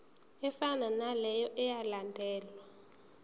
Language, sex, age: Zulu, female, 19